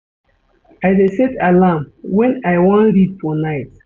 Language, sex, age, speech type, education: Nigerian Pidgin, male, 30-45, read, secondary